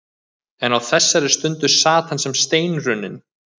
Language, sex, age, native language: Icelandic, male, 20-29, Icelandic